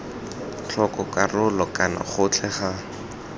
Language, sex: Tswana, male